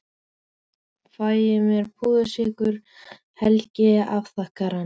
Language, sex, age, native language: Icelandic, female, 13, Icelandic